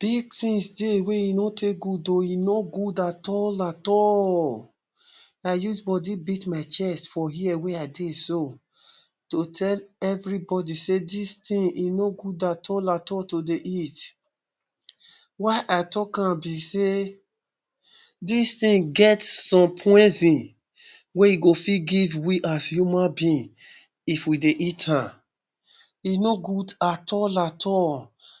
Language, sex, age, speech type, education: Nigerian Pidgin, male, 30-45, spontaneous, tertiary